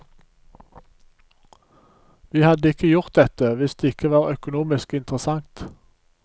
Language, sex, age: Norwegian, male, 47